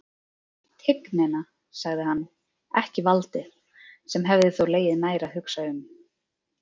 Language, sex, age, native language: Icelandic, female, 30-39, Icelandic